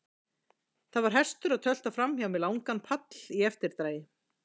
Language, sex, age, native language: Icelandic, female, 40-49, Icelandic